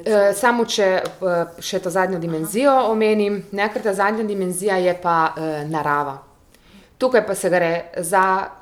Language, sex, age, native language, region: Slovenian, female, 30-49, Slovenian, Primorsko-notranjska region